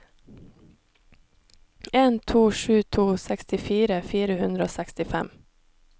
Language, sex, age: Norwegian, female, 26